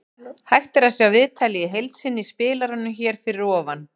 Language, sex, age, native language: Icelandic, female, 40-49, Icelandic